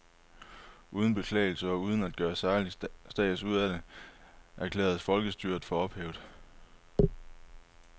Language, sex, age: Danish, male, 23